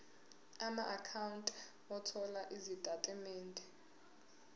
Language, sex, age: Zulu, female, 18